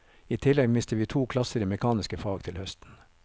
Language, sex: Norwegian, male